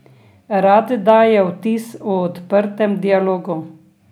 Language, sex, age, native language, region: Slovenian, female, 60+, Slovenian, Drava region